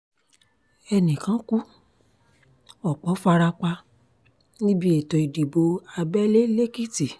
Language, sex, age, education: Yoruba, female, 30-45, tertiary